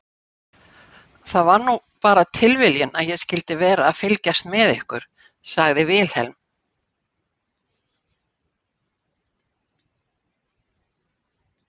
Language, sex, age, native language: Icelandic, female, 60-69, Icelandic